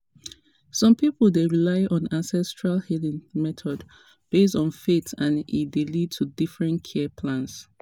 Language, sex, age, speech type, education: Nigerian Pidgin, female, 30-45, spontaneous, tertiary